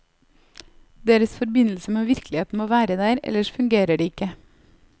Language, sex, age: Norwegian, female, 30